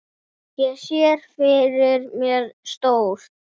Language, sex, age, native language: Icelandic, male, 6, Icelandic